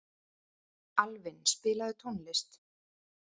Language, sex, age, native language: Icelandic, female, 30-39, Icelandic